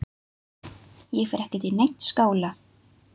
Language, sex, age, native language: Icelandic, female, 12, Icelandic